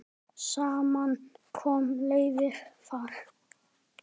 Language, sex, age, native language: Icelandic, male, 10, Icelandic